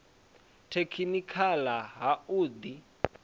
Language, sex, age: Venda, male, 20